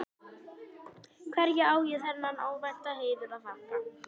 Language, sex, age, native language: Icelandic, female, 11, Icelandic